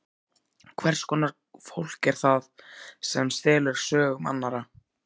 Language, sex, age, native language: Icelandic, male, 14, Icelandic